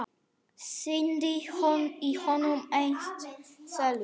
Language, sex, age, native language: Icelandic, male, 9, Icelandic